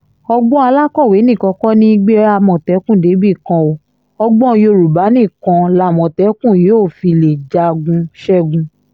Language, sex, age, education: Yoruba, female, 15-29, tertiary